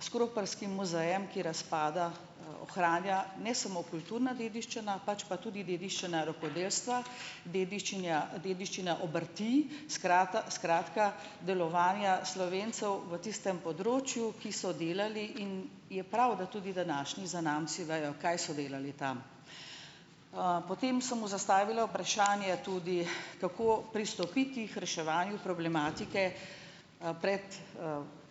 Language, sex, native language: Slovenian, female, Slovenian